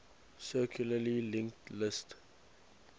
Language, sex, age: English, male, 19